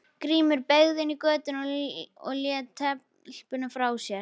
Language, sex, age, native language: Icelandic, female, 11, Icelandic